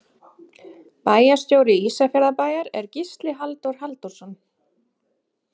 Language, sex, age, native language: Icelandic, female, 20-29, Icelandic